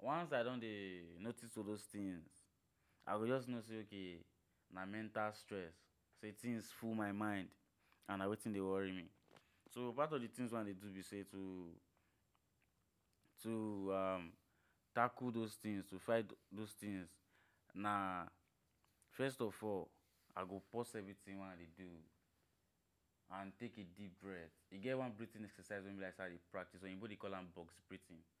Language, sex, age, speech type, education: Nigerian Pidgin, male, 15-29, spontaneous, tertiary